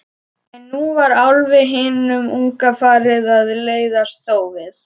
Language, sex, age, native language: Icelandic, male, 11, Icelandic